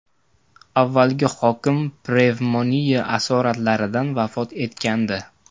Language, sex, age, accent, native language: Uzbek, male, 18-24, Toshkent viloyati, Uzbek